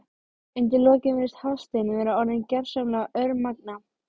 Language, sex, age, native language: Icelandic, female, 13, Icelandic